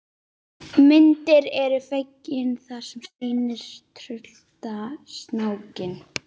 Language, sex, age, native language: Icelandic, female, 18-19, Icelandic